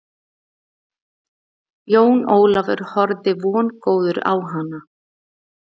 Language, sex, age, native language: Icelandic, female, 30-39, Icelandic